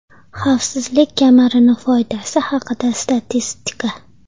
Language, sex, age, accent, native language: Uzbek, female, 12-17, Andijon, Uzbek